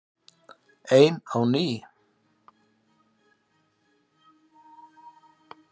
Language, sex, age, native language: Icelandic, male, 60-69, Icelandic